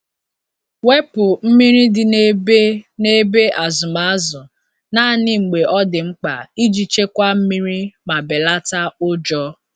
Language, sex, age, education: Igbo, female, 30-45, tertiary